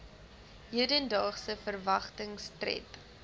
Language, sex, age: Afrikaans, female, 20